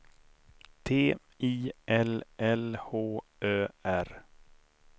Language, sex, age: Swedish, male, 31